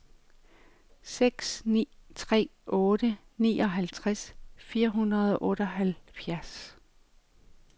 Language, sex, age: Danish, female, 45